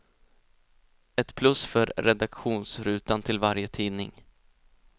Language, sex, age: Swedish, male, 20